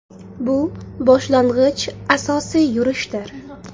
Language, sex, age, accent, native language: Uzbek, female, 18-24, Samarqand, Uzbek